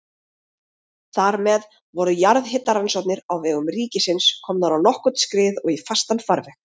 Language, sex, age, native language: Icelandic, female, 30-39, Icelandic